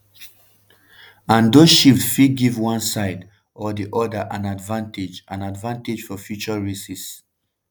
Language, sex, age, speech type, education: Nigerian Pidgin, female, 30-45, spontaneous, tertiary